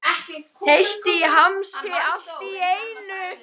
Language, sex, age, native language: Icelandic, female, 13, Icelandic